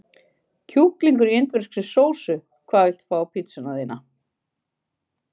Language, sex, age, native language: Icelandic, female, 50-59, Icelandic